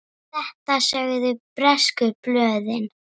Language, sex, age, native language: Icelandic, female, 7, Icelandic